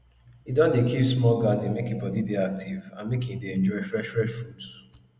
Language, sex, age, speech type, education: Nigerian Pidgin, male, 30-45, spontaneous, tertiary